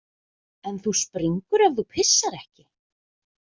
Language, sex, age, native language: Icelandic, female, 20-29, Icelandic